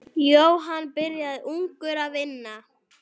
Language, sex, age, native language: Icelandic, female, 9, Icelandic